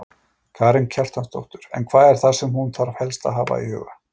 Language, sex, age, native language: Icelandic, male, 40-49, Icelandic